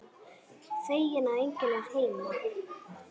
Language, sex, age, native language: Icelandic, female, 9, Icelandic